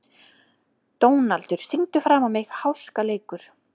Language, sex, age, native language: Icelandic, female, 30-39, Icelandic